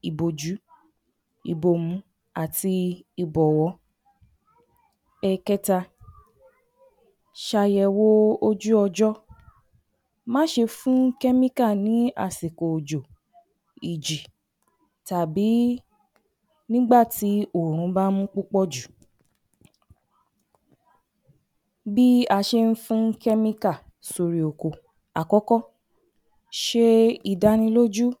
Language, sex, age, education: Yoruba, female, 30-45, tertiary